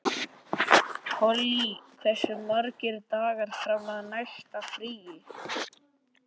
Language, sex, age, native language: Icelandic, male, 11, Icelandic